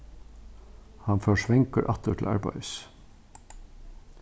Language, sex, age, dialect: Faroese, male, 61+, Norðuroyggjar